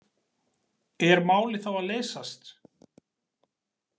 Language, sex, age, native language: Icelandic, male, 40-49, Icelandic